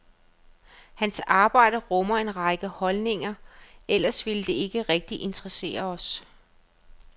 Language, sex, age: Danish, female, 35